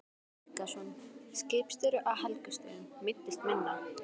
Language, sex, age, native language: Icelandic, female, 12, Icelandic